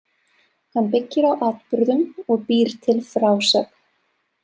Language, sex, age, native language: Icelandic, female, 30-39, Serbo-Croatian